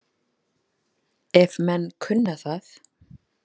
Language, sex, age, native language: Icelandic, female, 30-39, Icelandic